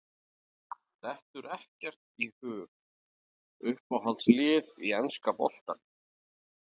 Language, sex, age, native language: Icelandic, male, 40-49, Icelandic